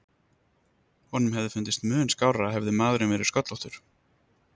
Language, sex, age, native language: Icelandic, male, 30-39, Icelandic